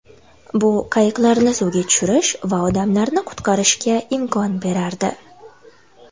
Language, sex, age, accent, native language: Uzbek, female, 19-29, Toshkent viloyati, Uzbek